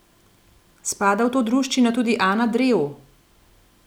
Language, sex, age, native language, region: Slovenian, female, 30-49, Slovenian, Gorenjska region